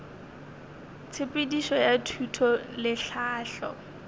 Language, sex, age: Northern Sotho, female, 20